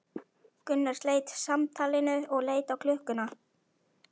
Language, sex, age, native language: Icelandic, male, 11, Icelandic